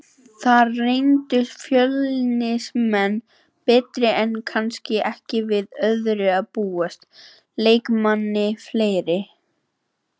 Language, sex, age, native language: Icelandic, female, 18-19, Icelandic